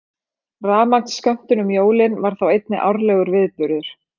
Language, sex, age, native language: Icelandic, female, 30-39, Icelandic